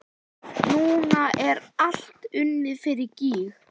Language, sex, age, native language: Icelandic, female, 11, Icelandic